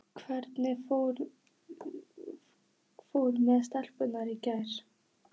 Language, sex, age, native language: Icelandic, female, 14, Icelandic